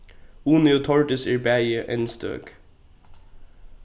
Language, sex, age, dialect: Faroese, male, 15-35, Norðuroyggjar